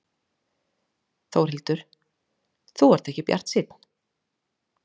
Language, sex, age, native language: Icelandic, female, 40-49, Icelandic